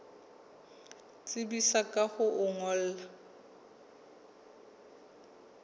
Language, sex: Southern Sotho, female